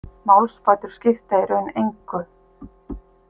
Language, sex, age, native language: Icelandic, female, 50-59, Icelandic